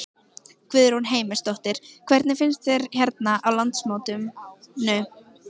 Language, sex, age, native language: Icelandic, female, 15, Icelandic